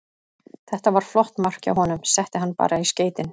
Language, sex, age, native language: Icelandic, female, 30-39, Icelandic